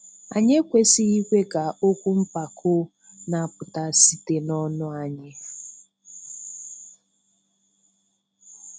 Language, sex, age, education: Igbo, female, 30-45, tertiary